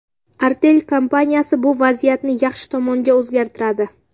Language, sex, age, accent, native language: Uzbek, female, under 19, Samarqand, Uzbek